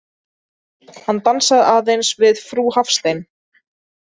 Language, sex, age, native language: Icelandic, female, 20-29, Icelandic